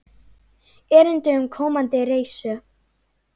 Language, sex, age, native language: Icelandic, female, 9, Icelandic